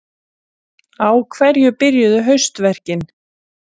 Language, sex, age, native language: Icelandic, female, 40-49, Icelandic